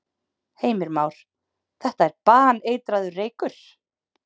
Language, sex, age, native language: Icelandic, female, 30-39, Icelandic